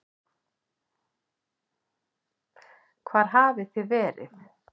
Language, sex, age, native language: Icelandic, female, 50-59, Icelandic